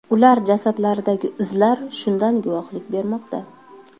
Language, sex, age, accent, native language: Uzbek, female, 25-34, Toshkent viloyati, Uzbek